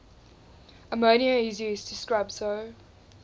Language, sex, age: English, female, 20